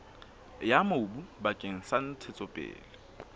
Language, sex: Southern Sotho, female